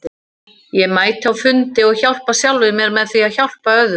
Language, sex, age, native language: Icelandic, female, 60-69, Icelandic